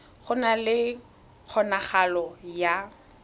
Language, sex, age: Tswana, female, 21